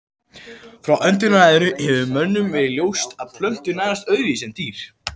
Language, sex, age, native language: Icelandic, male, 18-19, Icelandic